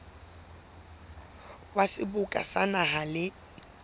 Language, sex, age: Southern Sotho, female, 22